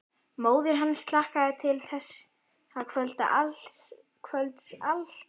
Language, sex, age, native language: Icelandic, female, 11, Icelandic